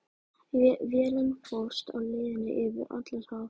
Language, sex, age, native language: Icelandic, female, 14, Icelandic